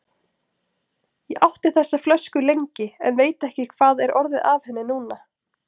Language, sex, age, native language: Icelandic, female, 20-29, Icelandic